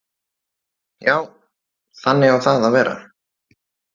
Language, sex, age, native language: Icelandic, male, 30-39, Icelandic